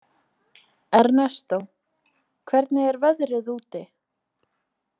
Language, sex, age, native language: Icelandic, female, 20-29, Icelandic